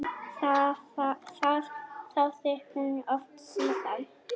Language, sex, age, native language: Icelandic, female, 9, Icelandic